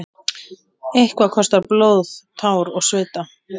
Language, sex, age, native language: Icelandic, male, 20-29, Icelandic